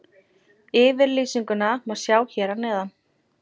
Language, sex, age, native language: Icelandic, female, 20-29, Icelandic